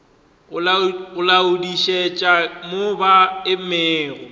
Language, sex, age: Northern Sotho, male, 23